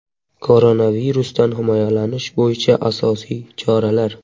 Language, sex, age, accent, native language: Uzbek, male, 12-17, Surxondaryo, Uzbek